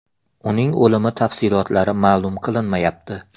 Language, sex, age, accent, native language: Uzbek, male, 18-24, Xorazm, Uzbek